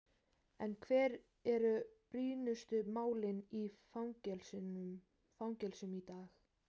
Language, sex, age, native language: Icelandic, female, 18-19, Icelandic